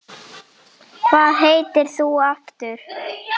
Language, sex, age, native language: Icelandic, female, 7, Icelandic